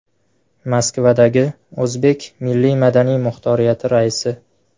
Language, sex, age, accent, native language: Uzbek, male, 18-24, Farg'ona, Uzbek